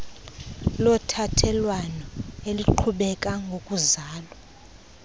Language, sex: Xhosa, female